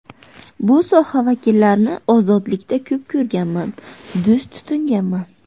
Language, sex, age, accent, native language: Uzbek, female, 18-24, Buxoro, Uzbek